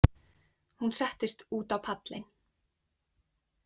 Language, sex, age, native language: Icelandic, female, 20-29, Icelandic